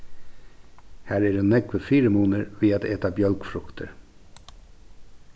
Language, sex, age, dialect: Faroese, male, 36-60, Suðurstreymoy